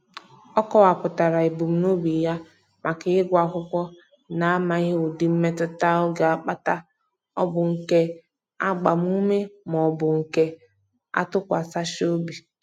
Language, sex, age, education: Igbo, female, 15-29, tertiary